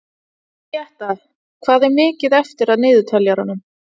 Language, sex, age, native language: Icelandic, female, 30-39, Icelandic